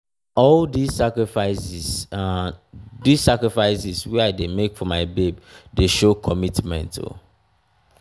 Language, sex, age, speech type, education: Nigerian Pidgin, male, 30-45, spontaneous, tertiary